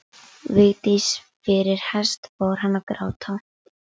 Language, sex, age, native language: Icelandic, female, 11, Icelandic